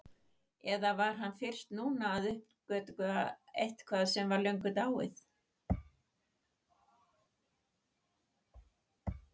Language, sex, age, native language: Icelandic, other, 80-89, Icelandic